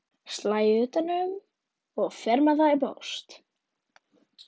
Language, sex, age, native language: Icelandic, female, 11, Icelandic